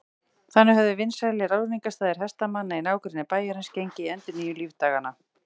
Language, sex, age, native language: Icelandic, female, 40-49, Icelandic